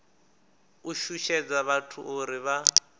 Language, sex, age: Venda, male, 19